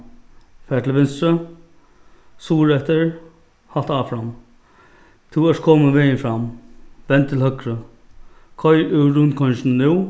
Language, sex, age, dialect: Faroese, male, 36-60, Norðuroyggjar